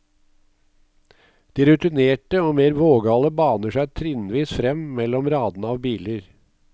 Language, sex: Norwegian, male